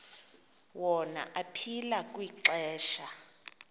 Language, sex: Xhosa, female